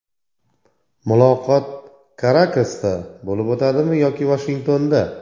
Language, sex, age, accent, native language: Uzbek, male, 40-49, Toshkent viloyati, Uzbek